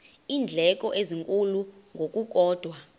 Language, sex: Xhosa, female